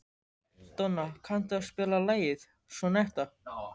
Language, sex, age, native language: Icelandic, male, 13, Icelandic